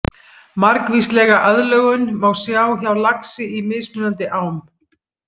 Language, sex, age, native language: Icelandic, female, 50-59, Icelandic